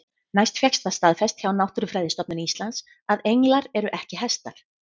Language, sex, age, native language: Icelandic, female, 30-39, Icelandic